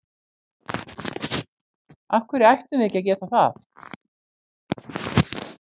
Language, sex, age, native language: Icelandic, female, 60-69, Icelandic